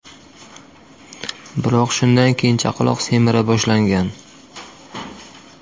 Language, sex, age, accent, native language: Uzbek, male, 25-34, Qashqadaryo, Uzbek